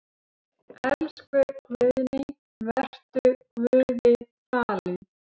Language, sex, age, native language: Icelandic, male, 7, Icelandic